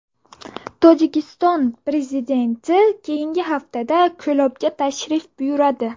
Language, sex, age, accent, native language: Uzbek, female, 18-24, Buxoro, Uzbek